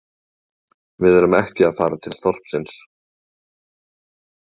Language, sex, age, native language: Icelandic, male, 30-39, Icelandic